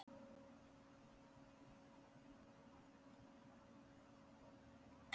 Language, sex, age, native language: Icelandic, male, 40-49, Icelandic